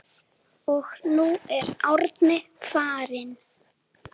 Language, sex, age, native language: Icelandic, female, 7, Icelandic